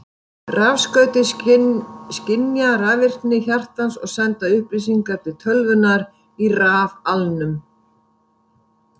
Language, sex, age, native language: Icelandic, female, 50-59, Icelandic